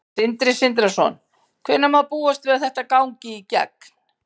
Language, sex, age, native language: Icelandic, female, 50-59, Icelandic